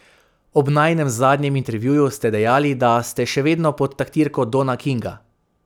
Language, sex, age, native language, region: Slovenian, male, 18-29, Slovenian, Savinja region